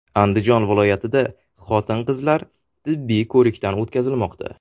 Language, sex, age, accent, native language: Uzbek, male, 18-24, Sirdaryo, Uzbek